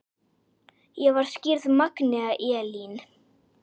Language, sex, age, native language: Icelandic, male, 10, Icelandic